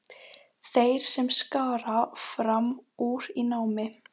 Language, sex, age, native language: Icelandic, female, 14, Icelandic